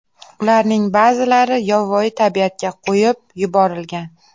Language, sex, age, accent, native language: Uzbek, female, 19-29, Qashqadaryo, Uzbek